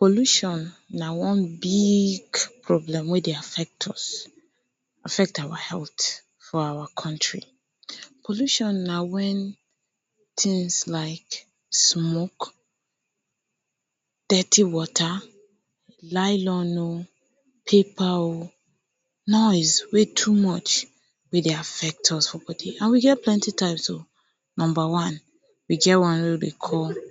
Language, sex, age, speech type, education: Nigerian Pidgin, female, 15-29, spontaneous, tertiary